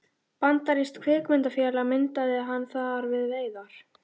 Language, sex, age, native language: Icelandic, female, 12, Icelandic